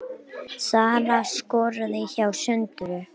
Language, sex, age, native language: Icelandic, male, 18-19, Icelandic